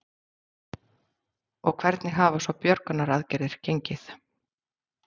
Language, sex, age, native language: Icelandic, female, 40-49, Icelandic